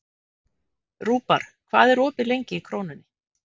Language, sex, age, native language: Icelandic, female, 50-59, Icelandic